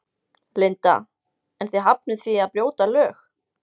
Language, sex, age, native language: Icelandic, female, 20-29, Icelandic